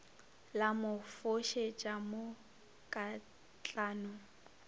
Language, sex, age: Northern Sotho, female, 25